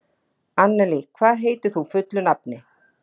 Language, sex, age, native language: Icelandic, female, 40-49, Icelandic